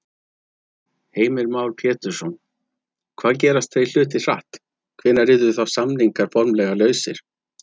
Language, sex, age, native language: Icelandic, male, 30-39, Icelandic